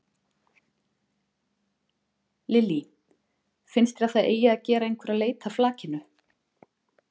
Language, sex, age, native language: Icelandic, female, 40-49, Icelandic